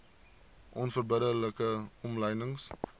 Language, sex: Afrikaans, male